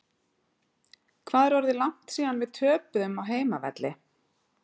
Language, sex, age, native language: Icelandic, female, 40-49, Icelandic